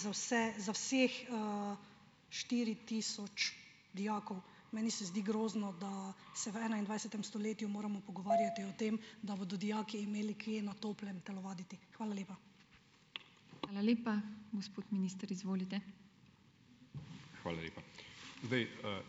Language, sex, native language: Slovenian, female, Slovenian